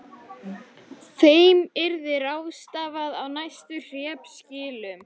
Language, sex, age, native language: Icelandic, female, 13, Icelandic